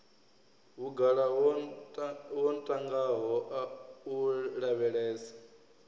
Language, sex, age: Venda, male, 23